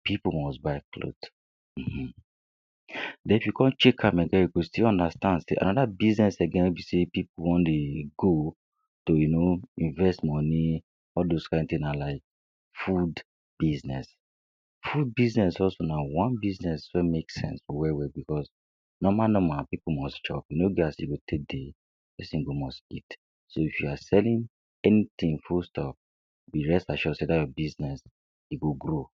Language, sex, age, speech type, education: Nigerian Pidgin, female, 60+, spontaneous, secondary